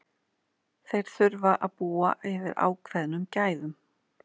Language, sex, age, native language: Icelandic, female, 40-49, Icelandic